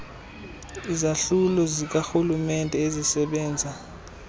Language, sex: Xhosa, male